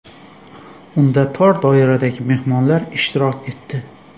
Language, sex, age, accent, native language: Uzbek, male, 25-34, Xorazm, Uzbek